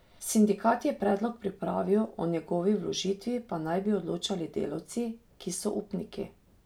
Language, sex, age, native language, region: Slovenian, female, 30-49, Slovenian, Drava region